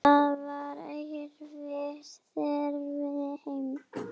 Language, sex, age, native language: Icelandic, female, 8, Icelandic